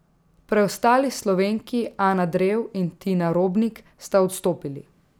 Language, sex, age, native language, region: Slovenian, female, 18-29, Slovenian, Drava region